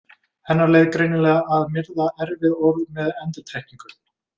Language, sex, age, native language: Icelandic, male, 20-29, Icelandic